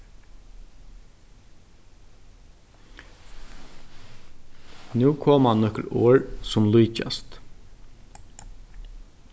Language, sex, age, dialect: Faroese, male, 36-60, Norðurstreymoy/Eysturoy